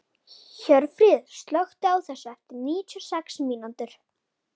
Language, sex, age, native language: Icelandic, female, 11, Icelandic